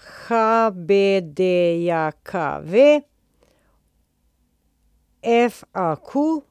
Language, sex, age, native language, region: Slovenian, female, 50-59, Slovenian, Posavska region